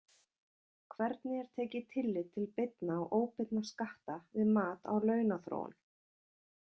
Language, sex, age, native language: Icelandic, female, 40-49, Icelandic